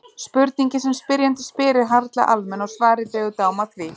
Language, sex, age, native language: Icelandic, female, 30-39, Icelandic